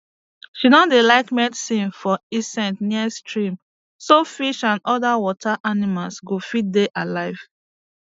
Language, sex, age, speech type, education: Nigerian Pidgin, female, 30-45, spontaneous, tertiary